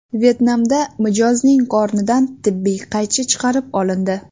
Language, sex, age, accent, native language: Uzbek, female, 18-24, Sirdaryo, Uzbek